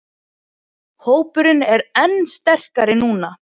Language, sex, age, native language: Icelandic, female, 20-29, Icelandic